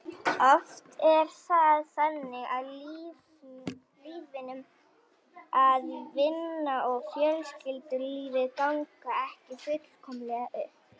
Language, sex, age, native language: Icelandic, female, 18-19, Icelandic